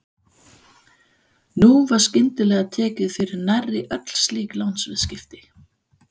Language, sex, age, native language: Icelandic, female, 50-59, Danish